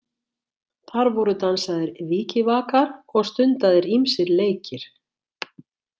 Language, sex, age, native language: Icelandic, female, 60-69, Icelandic